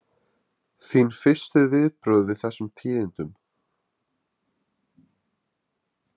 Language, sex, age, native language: Icelandic, male, 20-29, Icelandic